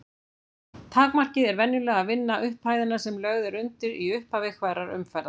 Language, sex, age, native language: Icelandic, female, 50-59, Icelandic